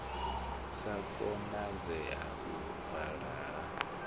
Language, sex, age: Venda, male, 26